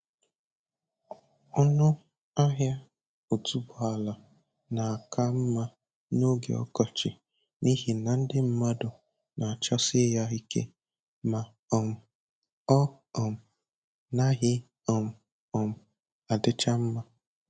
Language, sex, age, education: Igbo, male, 15-29, tertiary